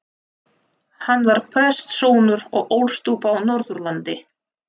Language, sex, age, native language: Icelandic, female, 30-39, Russian